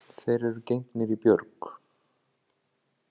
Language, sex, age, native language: Icelandic, male, 30-39, Icelandic